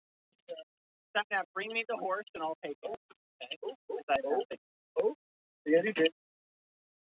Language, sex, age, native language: Icelandic, male, 20-29, English